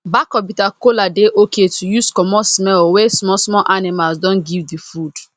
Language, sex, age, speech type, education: Nigerian Pidgin, female, 30-45, spontaneous, tertiary